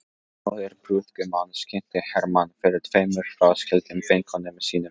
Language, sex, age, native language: Icelandic, male, 14, Polish